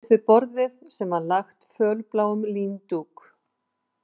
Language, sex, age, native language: Icelandic, female, 50-59, Icelandic